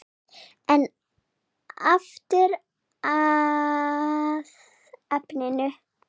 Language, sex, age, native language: Icelandic, female, 7, Serbo-Croatian